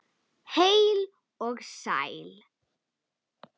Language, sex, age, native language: Icelandic, female, 10, Icelandic